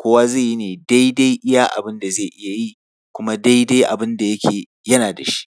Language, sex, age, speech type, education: Hausa, male, 30-45, spontaneous, tertiary